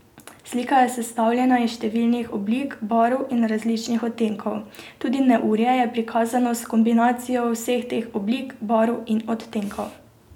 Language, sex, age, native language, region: Slovenian, female, 18-29, Slovenian, Drava region